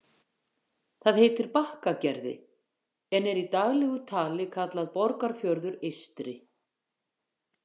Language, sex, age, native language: Icelandic, female, 50-59, Icelandic